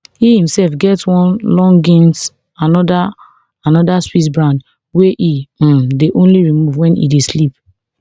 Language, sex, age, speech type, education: Nigerian Pidgin, female, 30-45, spontaneous, tertiary